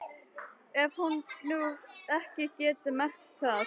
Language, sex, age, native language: Icelandic, other, 12, Icelandic